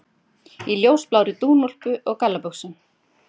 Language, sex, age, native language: Icelandic, female, 50-59, Icelandic